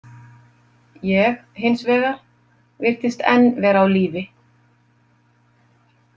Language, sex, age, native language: Icelandic, female, 50-59, Icelandic